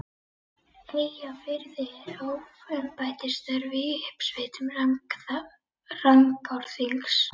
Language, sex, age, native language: Icelandic, female, 11, Icelandic